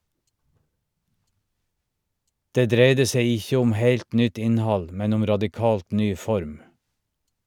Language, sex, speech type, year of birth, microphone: Norwegian, male, read, 1951, Shure